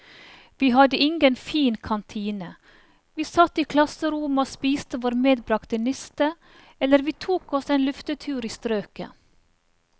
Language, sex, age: Norwegian, female, 44